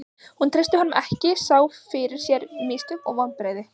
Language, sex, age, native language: Icelandic, female, 15, Icelandic